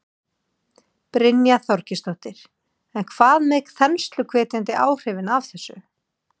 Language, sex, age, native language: Icelandic, female, 40-49, Icelandic